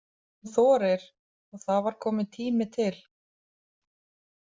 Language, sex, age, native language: Icelandic, female, 30-39, Icelandic